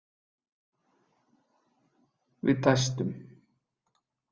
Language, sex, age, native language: Icelandic, male, 30-39, Icelandic